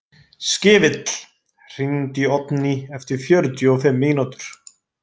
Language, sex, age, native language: Icelandic, male, 20-29, Icelandic